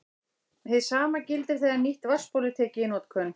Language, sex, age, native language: Icelandic, female, 60-69, Icelandic